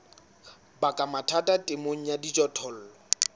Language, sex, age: Southern Sotho, male, 19